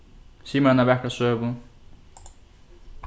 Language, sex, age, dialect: Faroese, male, 15-35, Norðurstreymoy/Eysturoy